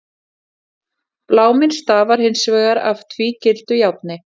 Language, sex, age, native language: Icelandic, female, 40-49, Icelandic